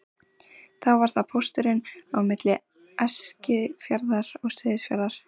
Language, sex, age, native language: Icelandic, female, 14, Icelandic